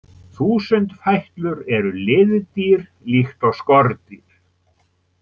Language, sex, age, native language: Icelandic, male, 70-79, Icelandic